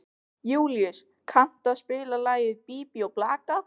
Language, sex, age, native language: Icelandic, other, 15, Icelandic